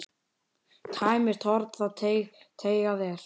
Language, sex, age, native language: Icelandic, male, 10, Icelandic